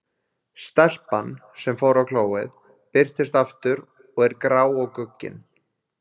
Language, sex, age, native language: Icelandic, male, 20-29, Icelandic